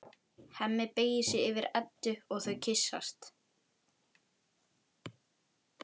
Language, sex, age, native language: Icelandic, male, 11, Icelandic